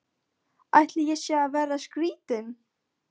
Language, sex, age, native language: Icelandic, female, 13, Polish